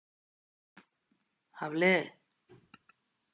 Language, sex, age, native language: Icelandic, female, 30-39, Icelandic